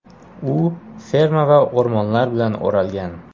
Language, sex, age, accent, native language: Uzbek, male, 18-24, Jizzax, Uzbek